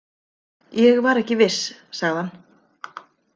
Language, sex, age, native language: Icelandic, female, 50-59, Icelandic